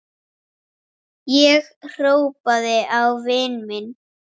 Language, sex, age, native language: Icelandic, female, 7, Icelandic